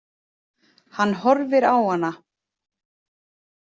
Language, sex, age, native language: Icelandic, female, 40-49, Icelandic